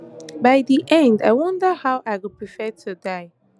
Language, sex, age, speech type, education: Nigerian Pidgin, female, 15-29, spontaneous, tertiary